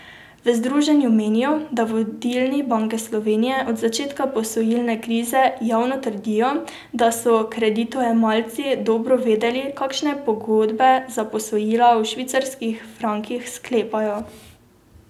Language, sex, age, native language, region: Slovenian, female, 18-29, Slovenian, Drava region